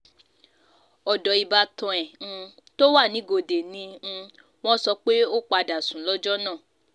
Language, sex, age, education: Yoruba, female, 15-29, tertiary